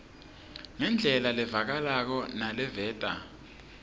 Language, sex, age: Swati, male, 26